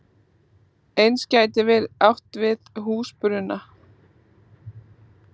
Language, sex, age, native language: Icelandic, female, 30-39, Icelandic